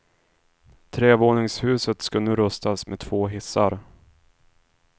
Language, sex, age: Swedish, male, 26